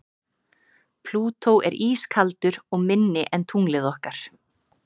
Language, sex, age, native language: Icelandic, female, 30-39, Icelandic